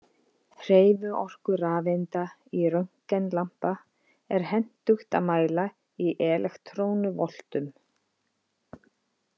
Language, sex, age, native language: Icelandic, female, 50-59, Icelandic